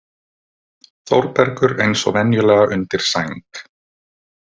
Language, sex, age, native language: Icelandic, male, 20-29, Icelandic